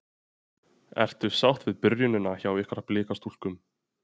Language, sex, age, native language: Icelandic, male, 20-29, Icelandic